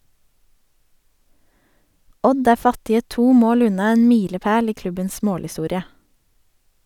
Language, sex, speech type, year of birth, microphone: Norwegian, female, read, 1987, Sennheiser